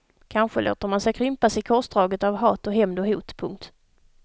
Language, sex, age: Swedish, female, 32